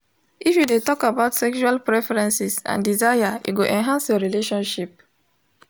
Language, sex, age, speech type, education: Nigerian Pidgin, female, 15-29, spontaneous, tertiary